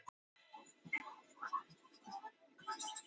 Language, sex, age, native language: Icelandic, female, 18-19, Icelandic